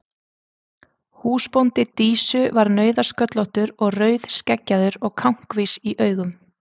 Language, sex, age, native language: Icelandic, female, 30-39, Icelandic